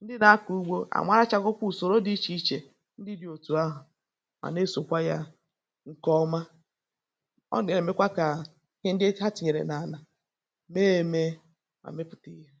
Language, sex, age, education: Igbo, female, 30-45, tertiary